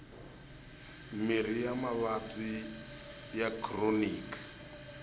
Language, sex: Tsonga, male